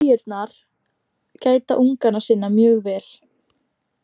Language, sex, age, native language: Icelandic, female, 18-19, Icelandic